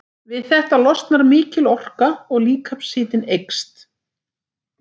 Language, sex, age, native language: Icelandic, female, 60-69, Icelandic